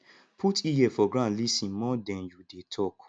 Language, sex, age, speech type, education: Nigerian Pidgin, male, 15-29, spontaneous, tertiary